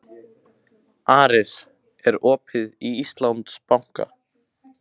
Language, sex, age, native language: Icelandic, male, 15, Icelandic